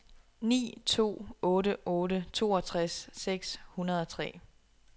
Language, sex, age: Danish, female, 27